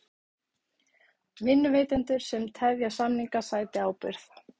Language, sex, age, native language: Icelandic, female, 30-39, Icelandic